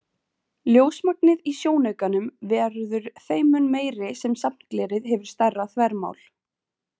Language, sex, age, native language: Icelandic, female, 20-29, Icelandic